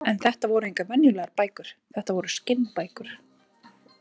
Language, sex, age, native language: Icelandic, female, 20-29, Icelandic